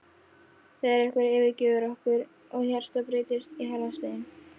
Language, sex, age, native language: Icelandic, female, 11, Icelandic